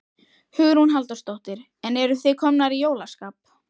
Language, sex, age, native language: Icelandic, female, 12, Icelandic